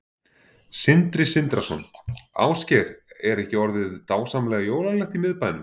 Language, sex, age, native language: Icelandic, male, 40-49, Icelandic